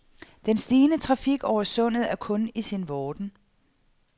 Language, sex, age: Danish, female, 48